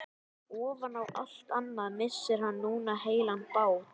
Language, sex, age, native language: Icelandic, male, 11, Icelandic